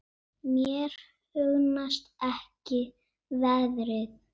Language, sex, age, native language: Icelandic, female, 7, Icelandic